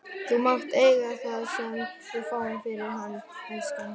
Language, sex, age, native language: Icelandic, male, 11, Icelandic